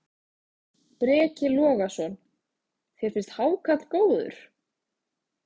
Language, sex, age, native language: Icelandic, female, 20-29, Icelandic